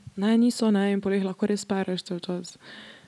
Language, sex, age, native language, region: Slovenian, female, 18-29, Slovenian, Drava region